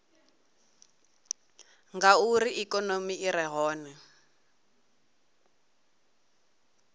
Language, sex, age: Venda, female, 22